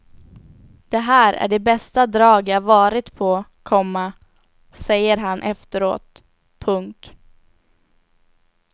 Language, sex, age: Swedish, female, 18